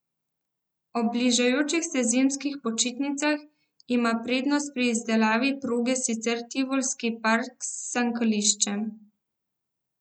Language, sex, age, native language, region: Slovenian, female, 18-29, Slovenian, Central Slovenia